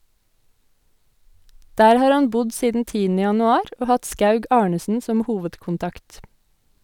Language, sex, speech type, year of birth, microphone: Norwegian, female, read, 1986, Sennheiser